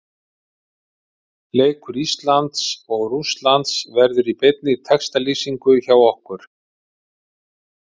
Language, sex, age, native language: Icelandic, male, 50-59, Icelandic